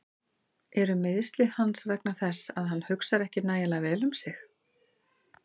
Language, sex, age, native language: Icelandic, female, 40-49, Icelandic